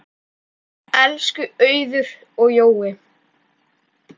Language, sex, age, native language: Icelandic, male, 10, Icelandic